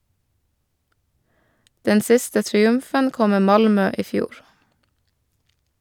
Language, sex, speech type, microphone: Norwegian, female, read, Shure